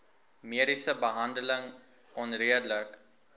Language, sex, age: Afrikaans, male, 19